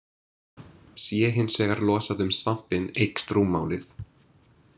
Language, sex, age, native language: Icelandic, male, 20-29, English